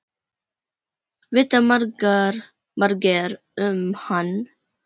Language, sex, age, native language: Icelandic, female, 10, Icelandic